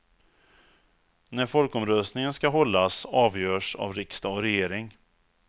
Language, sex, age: Swedish, male, 34